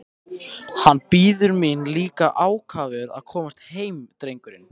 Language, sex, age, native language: Icelandic, male, 13, Icelandic